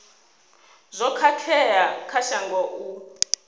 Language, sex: Venda, female